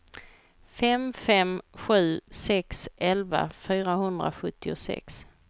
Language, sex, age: Swedish, female, 38